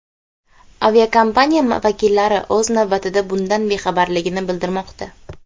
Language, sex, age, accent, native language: Uzbek, female, 18-24, Xorazm, Uzbek